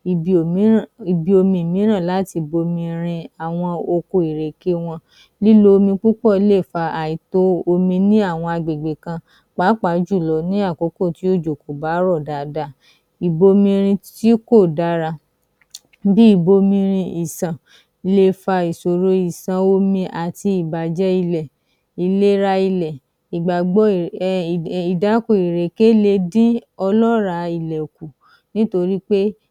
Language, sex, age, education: Yoruba, female, 30-45, tertiary